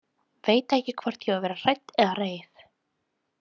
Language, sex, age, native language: Icelandic, female, 18-19, Icelandic